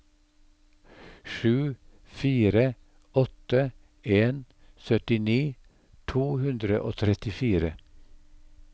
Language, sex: Norwegian, male